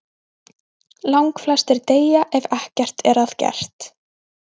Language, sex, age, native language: Icelandic, female, 20-29, Icelandic